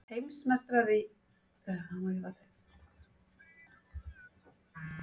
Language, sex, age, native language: Icelandic, female, 50-59, Icelandic